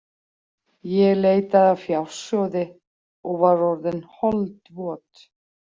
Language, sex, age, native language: Icelandic, female, 40-49, Icelandic